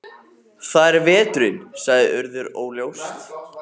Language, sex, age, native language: Icelandic, male, 14, Icelandic